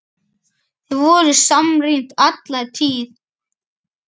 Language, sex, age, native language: Icelandic, male, 9, Icelandic